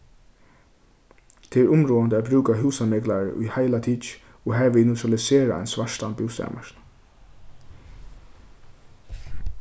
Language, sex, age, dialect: Faroese, male, 15-35, Suðurstreymoy